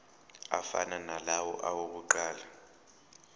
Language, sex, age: Zulu, male, 29